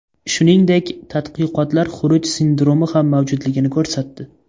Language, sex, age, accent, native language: Uzbek, male, 18-24, Toshkent viloyati, Uzbek